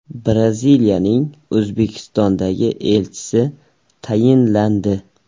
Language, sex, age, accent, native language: Uzbek, male, 18-24, Surxondaryo, Uzbek